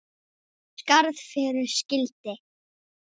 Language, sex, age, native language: Icelandic, male, 6, Icelandic